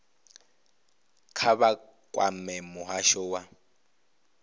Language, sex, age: Venda, male, 25